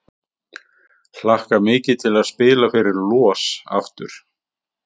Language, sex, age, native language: Icelandic, male, 50-59, Icelandic